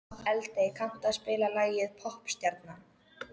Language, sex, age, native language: Icelandic, female, 13, Icelandic